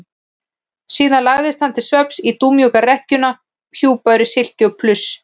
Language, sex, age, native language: Icelandic, female, 40-49, Icelandic